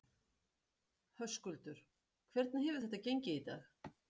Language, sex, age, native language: Icelandic, female, 60-69, Icelandic